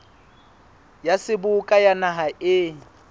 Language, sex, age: Southern Sotho, male, 21